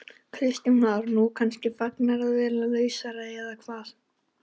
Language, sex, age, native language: Icelandic, male, 18-19, Icelandic